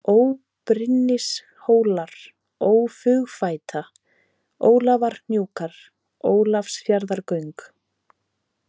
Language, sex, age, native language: Icelandic, female, 30-39, Icelandic